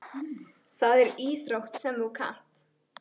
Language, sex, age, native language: Icelandic, female, 13, Icelandic